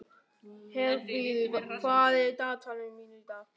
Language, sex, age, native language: Icelandic, male, 13, German